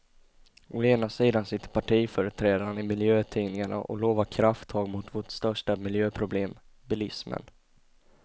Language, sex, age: Swedish, male, 20